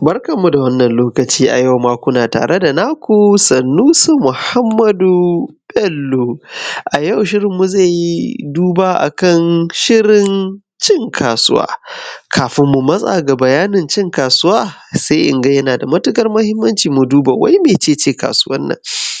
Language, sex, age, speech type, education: Hausa, male, 15-29, spontaneous, secondary